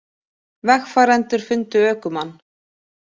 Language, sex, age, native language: Icelandic, female, 20-29, Icelandic